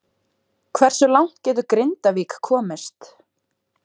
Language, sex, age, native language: Icelandic, female, 20-29, Icelandic